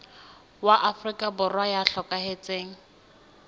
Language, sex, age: Southern Sotho, female, 20